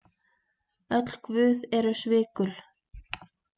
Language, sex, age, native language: Icelandic, female, 20-29, Icelandic